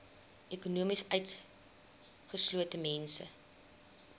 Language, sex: Afrikaans, female